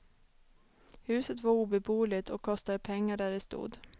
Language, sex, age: Swedish, female, 29